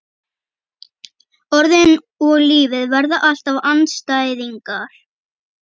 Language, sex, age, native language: Icelandic, female, 11, Icelandic